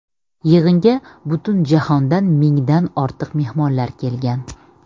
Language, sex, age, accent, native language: Uzbek, female, 30-39, Samarqand, Uzbek